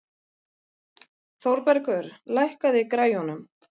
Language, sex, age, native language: Icelandic, female, 30-39, Icelandic